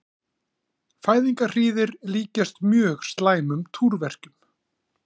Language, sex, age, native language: Icelandic, male, 40-49, Icelandic